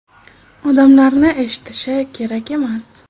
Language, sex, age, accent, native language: Uzbek, female, 25-34, Farg'ona, Uzbek